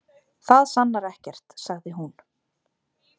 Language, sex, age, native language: Icelandic, female, 20-29, Icelandic